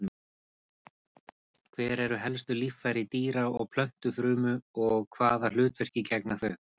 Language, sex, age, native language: Icelandic, male, 30-39, Icelandic